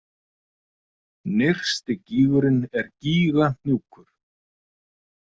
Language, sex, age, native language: Icelandic, male, 30-39, Icelandic